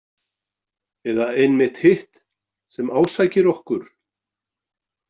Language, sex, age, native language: Icelandic, male, 40-49, Icelandic